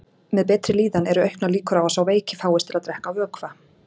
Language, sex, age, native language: Icelandic, female, 40-49, Icelandic